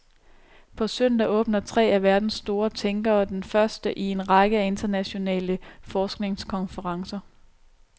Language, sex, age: Danish, female, 29